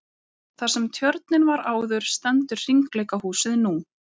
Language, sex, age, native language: Icelandic, female, 30-39, Icelandic